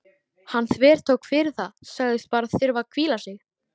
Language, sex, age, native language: Icelandic, female, 13, Icelandic